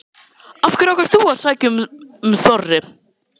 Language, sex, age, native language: Icelandic, male, 11, Icelandic